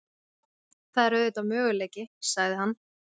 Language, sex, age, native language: Icelandic, female, 20-29, Icelandic